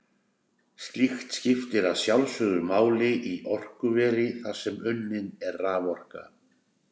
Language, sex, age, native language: Icelandic, male, 60-69, Icelandic